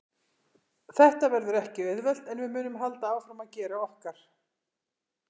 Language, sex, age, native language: Icelandic, female, 50-59, Icelandic